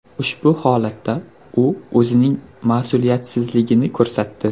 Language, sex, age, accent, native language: Uzbek, male, 18-24, Surxondaryo, Uzbek